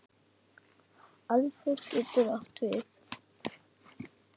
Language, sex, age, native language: Icelandic, male, 8, Icelandic